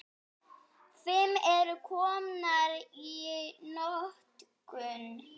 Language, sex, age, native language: Icelandic, female, 8, Icelandic